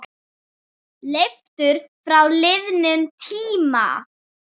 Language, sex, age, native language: Icelandic, female, 7, Icelandic